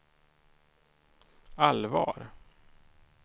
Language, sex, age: Swedish, male, 31